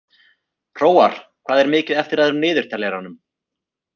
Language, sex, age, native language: Icelandic, male, 30-39, Icelandic